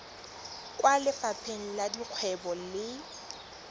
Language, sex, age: Tswana, female, 21